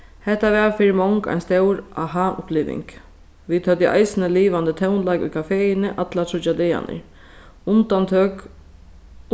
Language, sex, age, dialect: Faroese, female, 15-35, Sandoy